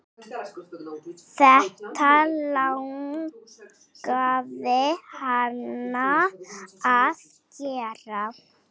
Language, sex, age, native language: Icelandic, female, 7, Icelandic